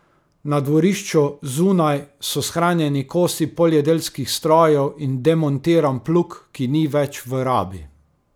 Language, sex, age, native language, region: Slovenian, male, 30-49, Slovenian, Carinthia region